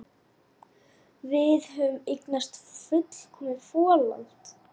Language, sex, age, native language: Icelandic, female, 9, Lithuanian